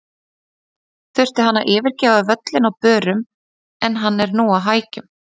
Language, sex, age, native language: Icelandic, female, 30-39, Icelandic